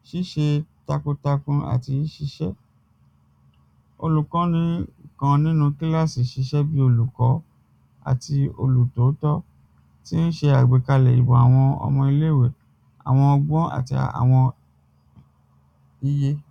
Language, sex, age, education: Yoruba, male, 30-45, secondary